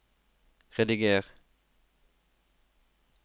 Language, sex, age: Norwegian, male, 33